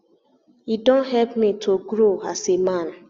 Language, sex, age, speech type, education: Nigerian Pidgin, female, 15-29, spontaneous, tertiary